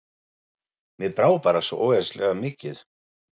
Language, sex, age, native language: Icelandic, male, 40-49, German